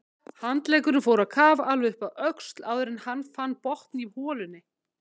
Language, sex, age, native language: Icelandic, female, 50-59, Icelandic